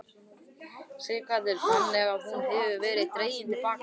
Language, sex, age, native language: Icelandic, male, 11, Icelandic